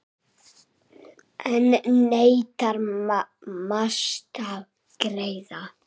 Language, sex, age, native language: Icelandic, male, 7, Icelandic